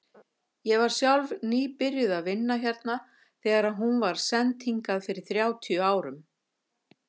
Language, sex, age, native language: Icelandic, female, 50-59, Icelandic